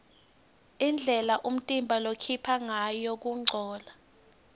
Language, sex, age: Swati, female, 19